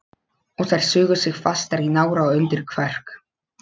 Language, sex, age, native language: Icelandic, male, 12, Polish